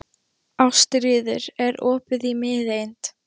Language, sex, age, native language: Icelandic, female, 13, Icelandic